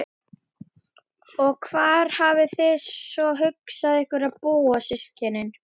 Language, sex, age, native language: Icelandic, female, 12, Icelandic